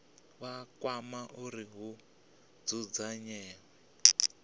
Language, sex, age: Venda, male, 25